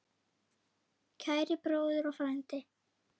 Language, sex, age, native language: Icelandic, female, 8, Icelandic